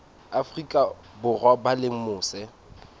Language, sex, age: Southern Sotho, male, 19